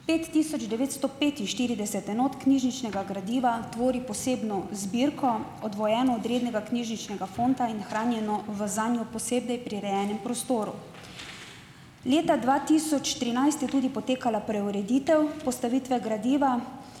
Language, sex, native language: Slovenian, female, Slovenian